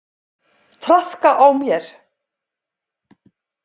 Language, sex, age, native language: Icelandic, female, 50-59, Icelandic